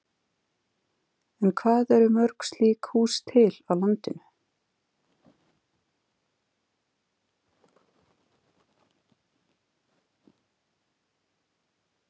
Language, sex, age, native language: Icelandic, female, 40-49, Icelandic